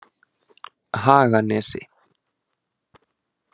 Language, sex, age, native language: Icelandic, male, 20-29, Icelandic